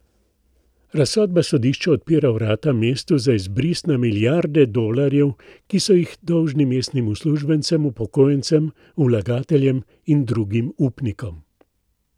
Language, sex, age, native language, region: Slovenian, male, 60+, Slovenian, Central Slovenia